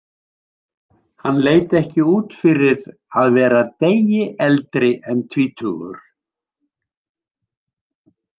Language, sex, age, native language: Icelandic, male, 70-79, Icelandic